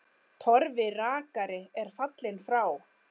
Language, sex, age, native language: Icelandic, female, 10, Icelandic